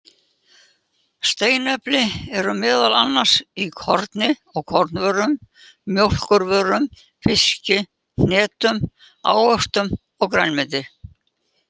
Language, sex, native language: Icelandic, female, Icelandic